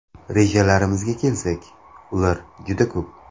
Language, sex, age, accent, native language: Uzbek, male, 19-29, Samarqand, Uzbek